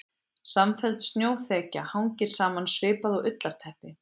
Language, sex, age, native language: Icelandic, female, 20-29, Icelandic